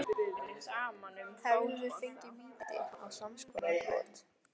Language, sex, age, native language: Icelandic, female, 14, Icelandic